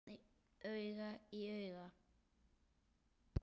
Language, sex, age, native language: Icelandic, male, 9, Icelandic